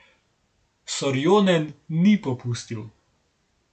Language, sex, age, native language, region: Slovenian, male, 18-29, Slovenian, Gorenjska region